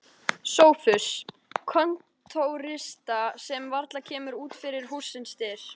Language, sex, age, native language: Icelandic, female, 13, Icelandic